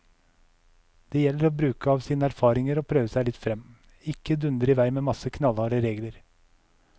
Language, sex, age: Norwegian, male, 37